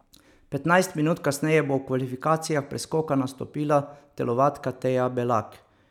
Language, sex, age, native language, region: Slovenian, male, 50-59, Slovenian, Savinja region